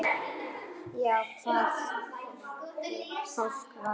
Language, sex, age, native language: Icelandic, female, 9, Icelandic